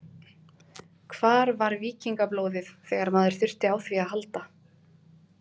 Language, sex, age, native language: Icelandic, female, 20-29, Icelandic